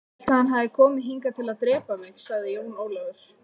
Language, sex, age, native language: Icelandic, female, 18-19, Icelandic